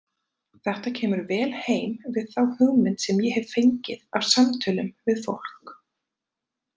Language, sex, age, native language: Icelandic, female, 30-39, Icelandic